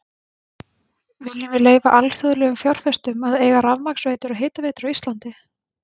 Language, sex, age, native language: Icelandic, female, 20-29, Icelandic